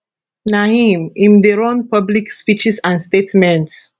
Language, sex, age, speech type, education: Nigerian Pidgin, female, 15-29, spontaneous, tertiary